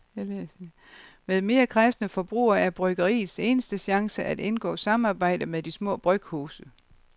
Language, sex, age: Danish, female, 52